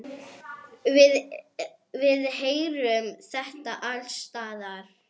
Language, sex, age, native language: Icelandic, female, 10, Arabic